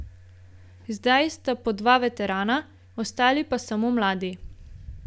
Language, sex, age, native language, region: Slovenian, female, 18-29, Slovenian, Gorenjska region